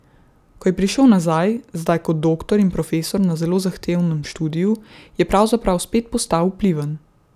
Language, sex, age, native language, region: Slovenian, female, 18-29, Slovenian, Central Slovenia